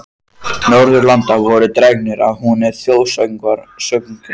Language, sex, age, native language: Icelandic, male, 14, Icelandic